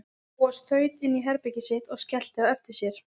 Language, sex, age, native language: Icelandic, female, 20-29, Icelandic